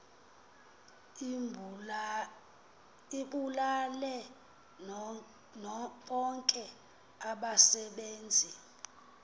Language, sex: Xhosa, female